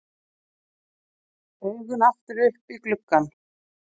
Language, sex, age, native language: Icelandic, female, 40-49, Icelandic